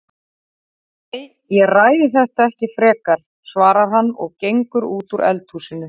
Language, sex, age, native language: Icelandic, female, 40-49, Icelandic